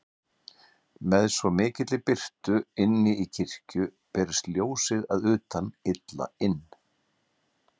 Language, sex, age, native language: Icelandic, male, 50-59, Icelandic